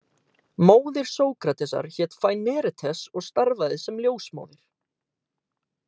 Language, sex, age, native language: Icelandic, male, 18-19, Icelandic